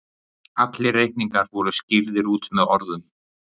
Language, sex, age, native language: Icelandic, male, 40-49, Icelandic